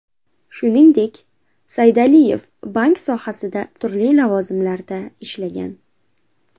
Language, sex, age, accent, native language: Uzbek, female, 18-24, Andijon, Uzbek